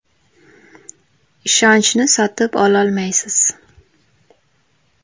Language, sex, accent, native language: Uzbek, female, Farg'ona, Uzbek